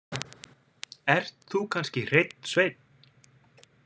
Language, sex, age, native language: Icelandic, male, 40-49, Icelandic